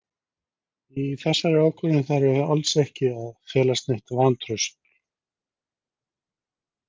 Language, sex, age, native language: Icelandic, male, 50-59, Icelandic